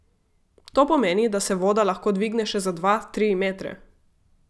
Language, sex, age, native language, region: Slovenian, female, 18-29, Slovenian, Gorica region